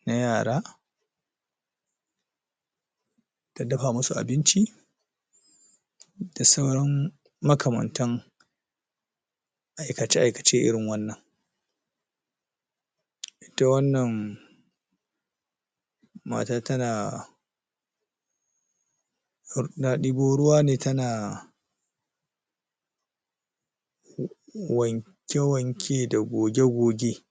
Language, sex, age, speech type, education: Hausa, male, 30-45, spontaneous, tertiary